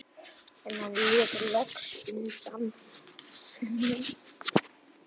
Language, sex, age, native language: Icelandic, male, 10, Icelandic